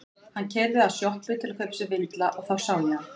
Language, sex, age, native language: Icelandic, female, 40-49, Icelandic